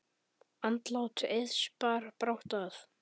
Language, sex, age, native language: Icelandic, male, 10, Icelandic